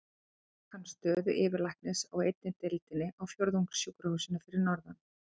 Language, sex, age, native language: Icelandic, female, 40-49, Icelandic